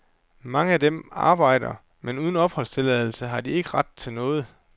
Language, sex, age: Danish, male, 29